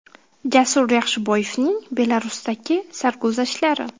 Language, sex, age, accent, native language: Uzbek, female, 19-29, Qashqadaryo, Uzbek